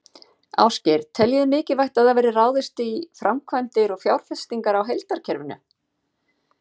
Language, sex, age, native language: Icelandic, female, 50-59, Icelandic